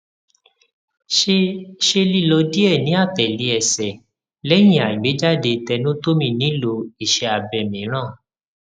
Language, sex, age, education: Yoruba, male, 30-45, tertiary